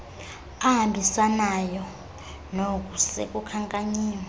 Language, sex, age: Xhosa, female, 22